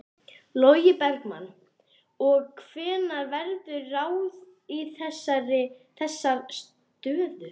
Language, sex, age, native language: Icelandic, male, 11, Icelandic